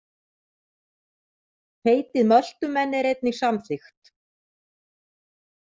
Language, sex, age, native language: Icelandic, female, 30-39, Icelandic